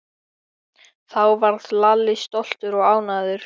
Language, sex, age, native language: Icelandic, male, 13, Icelandic